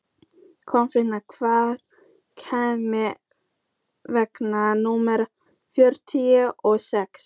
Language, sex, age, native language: Icelandic, female, 14, Icelandic